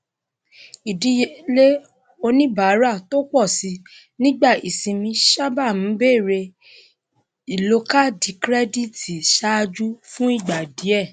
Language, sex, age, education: Yoruba, female, 30-45, tertiary